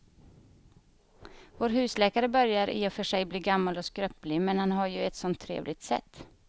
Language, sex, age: Swedish, female, 31